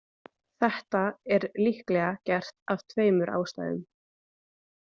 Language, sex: Icelandic, female